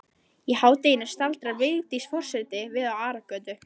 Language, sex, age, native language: Icelandic, female, 11, Icelandic